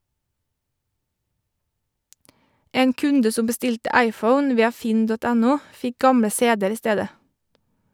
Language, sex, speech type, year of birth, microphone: Norwegian, female, read, 1986, Shure